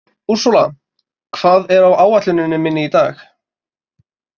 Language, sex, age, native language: Icelandic, male, 20-29, Icelandic